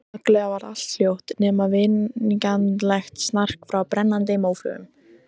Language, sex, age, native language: Icelandic, female, 14, Icelandic